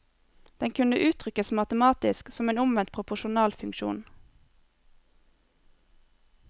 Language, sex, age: Norwegian, female, 23